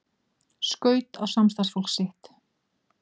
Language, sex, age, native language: Icelandic, female, 40-49, Icelandic